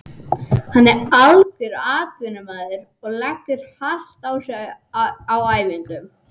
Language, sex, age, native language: Icelandic, male, 18-19, Icelandic